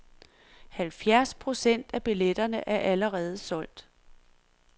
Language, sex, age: Danish, female, 46